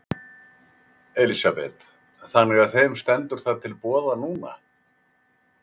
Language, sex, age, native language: Icelandic, male, 80-89, Icelandic